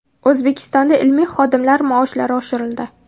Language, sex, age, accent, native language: Uzbek, female, 19-29, Namangan, Uzbek